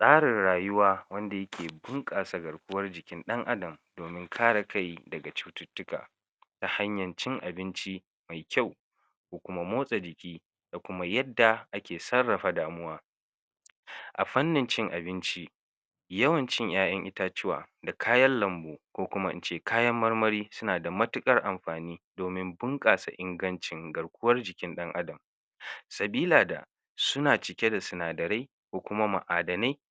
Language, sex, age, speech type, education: Hausa, male, 60+, spontaneous, tertiary